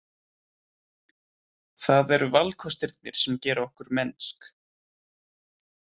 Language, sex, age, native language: Icelandic, male, 20-29, Icelandic